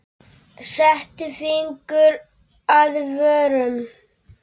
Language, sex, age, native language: Icelandic, male, 10, Polish